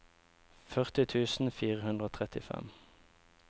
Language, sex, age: Norwegian, male, 24